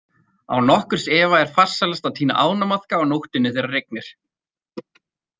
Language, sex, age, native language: Icelandic, male, 30-39, Icelandic